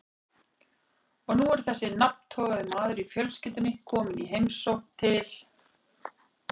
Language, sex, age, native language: Icelandic, female, 40-49, Icelandic